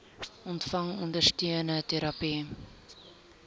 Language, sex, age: Afrikaans, female, 22